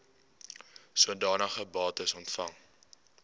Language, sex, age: Afrikaans, male, 18